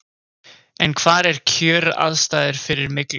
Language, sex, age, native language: Icelandic, male, 20-29, Icelandic